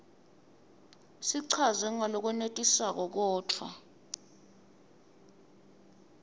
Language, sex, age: Swati, female, 21